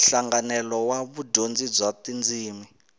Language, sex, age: Tsonga, male, 19